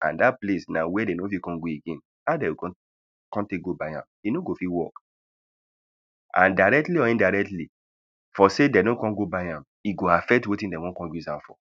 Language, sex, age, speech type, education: Nigerian Pidgin, male, 30-45, spontaneous, primary